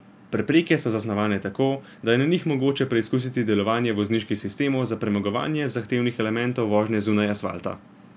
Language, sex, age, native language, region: Slovenian, male, 18-29, Slovenian, Gorenjska region